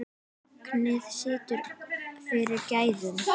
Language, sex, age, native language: Icelandic, female, 10, Icelandic